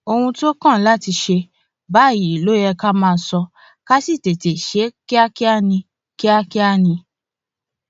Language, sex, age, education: Yoruba, female, 15-29, tertiary